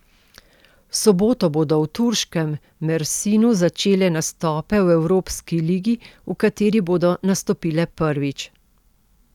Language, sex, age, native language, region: Slovenian, female, 50-59, Slovenian, Central Slovenia